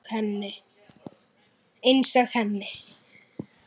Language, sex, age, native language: Icelandic, male, 9, Icelandic